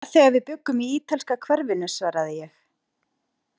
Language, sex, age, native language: Icelandic, female, 40-49, Icelandic